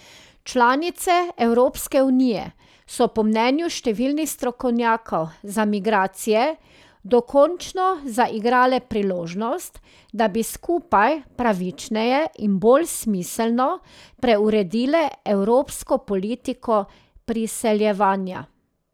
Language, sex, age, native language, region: Slovenian, female, 30-49, Slovenian, Drava region